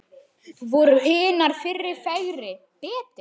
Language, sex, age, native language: Icelandic, male, 9, Icelandic